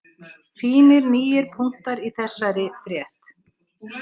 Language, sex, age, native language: Icelandic, female, 60-69, Icelandic